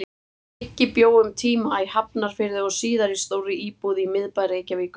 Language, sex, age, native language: Icelandic, male, 30-39, Icelandic